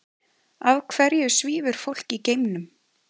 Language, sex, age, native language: Icelandic, female, 20-29, Icelandic